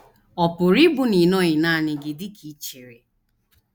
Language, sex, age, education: Igbo, female, 30-45, tertiary